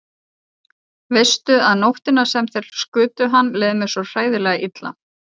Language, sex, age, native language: Icelandic, female, 30-39, Icelandic